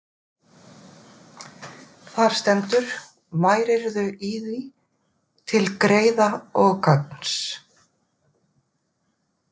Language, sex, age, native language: Icelandic, female, 50-59, Icelandic